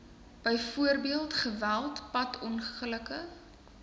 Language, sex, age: Afrikaans, female, 19